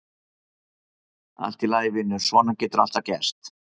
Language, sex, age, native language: Icelandic, male, 50-59, Icelandic